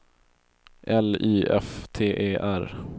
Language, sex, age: Swedish, male, 22